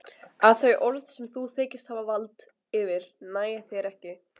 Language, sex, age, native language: Icelandic, other, 20-29, Icelandic